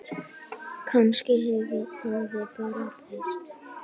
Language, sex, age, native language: Icelandic, female, 9, Icelandic